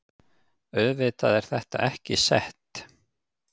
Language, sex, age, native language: Icelandic, male, 50-59, Icelandic